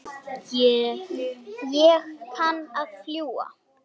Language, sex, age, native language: Icelandic, female, 8, Icelandic